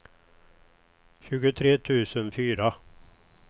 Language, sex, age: Swedish, male, 61